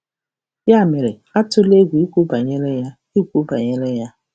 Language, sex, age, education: Igbo, female, 46-60, tertiary